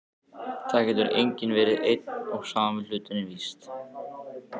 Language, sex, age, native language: Icelandic, female, 14, Icelandic